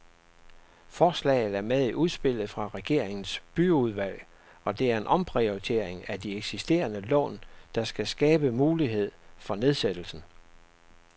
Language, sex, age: Danish, male, 67